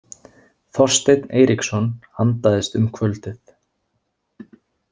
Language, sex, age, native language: Icelandic, male, 20-29, Icelandic